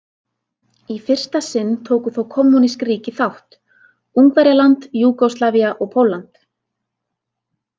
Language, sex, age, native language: Icelandic, female, 30-39, Icelandic